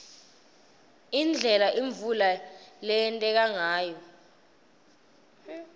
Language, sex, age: Swati, female, 20